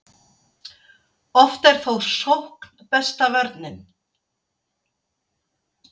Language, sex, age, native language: Icelandic, female, 60-69, Icelandic